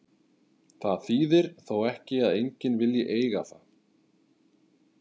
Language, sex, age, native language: Icelandic, male, 30-39, Icelandic